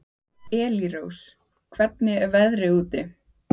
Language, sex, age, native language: Icelandic, female, 15, Icelandic